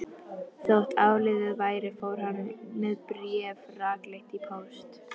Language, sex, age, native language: Icelandic, female, 11, Icelandic